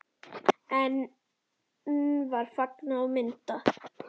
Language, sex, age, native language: Icelandic, female, 10, Icelandic